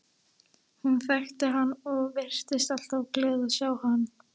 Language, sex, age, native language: Icelandic, female, 13, Icelandic